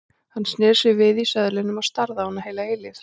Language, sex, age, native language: Icelandic, female, 40-49, Icelandic